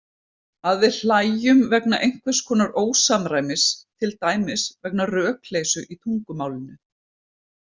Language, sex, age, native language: Icelandic, female, 50-59, Icelandic